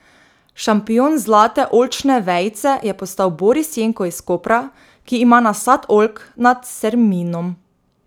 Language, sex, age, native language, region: Slovenian, female, 18-29, Slovenian, Drava region